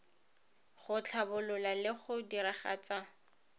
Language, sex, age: Tswana, female, 31